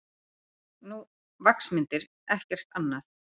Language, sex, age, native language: Icelandic, female, 50-59, Icelandic